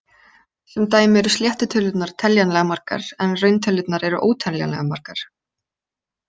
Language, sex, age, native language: Icelandic, female, 30-39, Icelandic